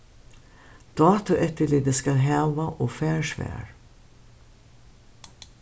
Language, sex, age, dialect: Faroese, female, 61+, Suðurstreymoy